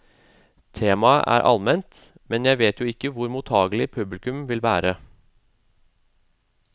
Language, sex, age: Norwegian, male, 36